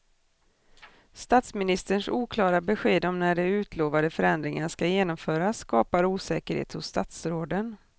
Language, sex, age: Swedish, female, 40